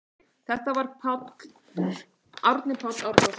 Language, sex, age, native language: Icelandic, female, 30-39, Icelandic